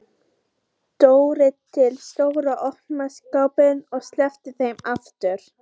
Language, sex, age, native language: Icelandic, female, 14, Icelandic